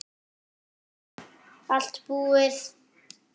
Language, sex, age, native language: Icelandic, male, 8, French